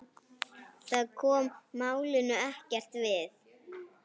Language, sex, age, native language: Icelandic, female, 8, Icelandic